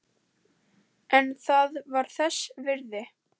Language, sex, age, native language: Icelandic, female, 10, Icelandic